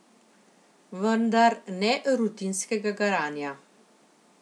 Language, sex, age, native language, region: Slovenian, female, 50-59, Slovenian, Central Slovenia